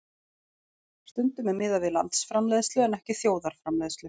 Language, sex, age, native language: Icelandic, female, 40-49, Icelandic